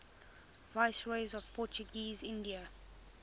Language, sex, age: English, female, 20